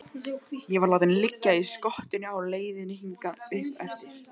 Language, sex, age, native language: Icelandic, male, 12, Icelandic